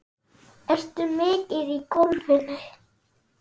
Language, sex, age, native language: Icelandic, female, 9, Icelandic